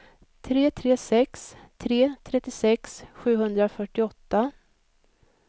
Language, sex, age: Swedish, female, 56